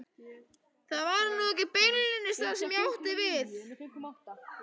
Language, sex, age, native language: Icelandic, male, 12, Icelandic